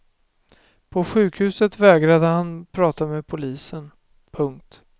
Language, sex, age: Swedish, male, 24